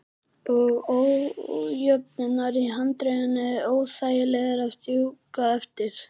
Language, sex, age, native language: Icelandic, male, 11, Icelandic